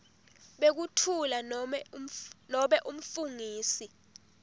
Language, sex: Swati, female